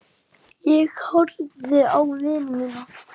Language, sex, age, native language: Icelandic, male, 10, Icelandic